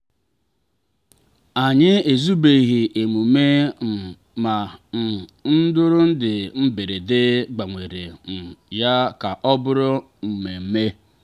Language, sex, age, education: Igbo, male, 30-45, tertiary